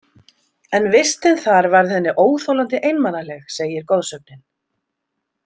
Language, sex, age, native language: Icelandic, female, 50-59, Icelandic